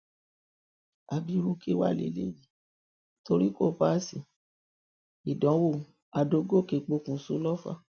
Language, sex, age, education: Yoruba, female, 60+, tertiary